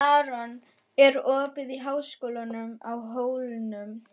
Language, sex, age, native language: Icelandic, female, 11, German